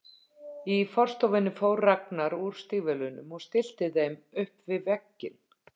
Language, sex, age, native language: Icelandic, female, 50-59, Icelandic